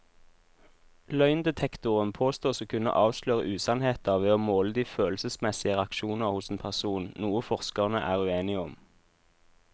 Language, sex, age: Norwegian, male, 26